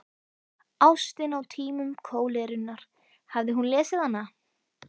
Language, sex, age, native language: Icelandic, female, 13, Icelandic